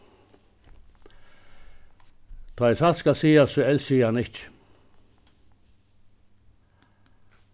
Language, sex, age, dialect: Faroese, male, 61+, Suðuroy